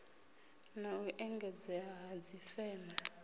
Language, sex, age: Venda, female, 33